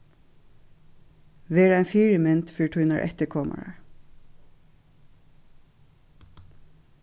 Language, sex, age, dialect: Faroese, female, 36-60, Suðurstreymoy